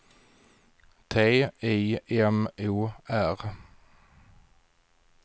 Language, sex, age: Swedish, male, 40